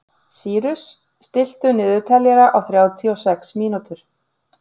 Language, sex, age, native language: Icelandic, female, 40-49, Icelandic